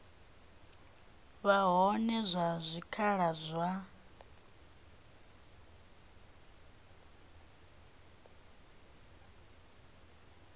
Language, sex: Venda, female